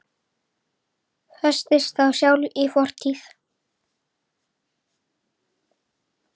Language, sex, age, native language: Icelandic, male, 8, Icelandic